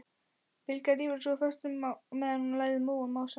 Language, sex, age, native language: Icelandic, female, 11, Icelandic